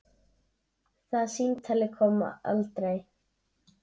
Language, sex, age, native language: Icelandic, female, 7, Icelandic